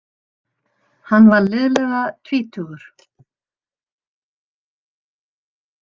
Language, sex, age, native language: Icelandic, female, 60-69, Icelandic